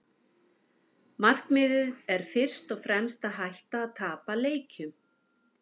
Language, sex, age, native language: Icelandic, female, 50-59, Icelandic